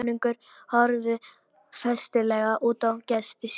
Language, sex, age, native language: Icelandic, female, 18-19, Polish